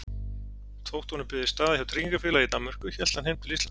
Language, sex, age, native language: Icelandic, male, 40-49, Icelandic